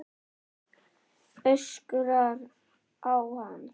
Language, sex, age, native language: Icelandic, male, 9, Icelandic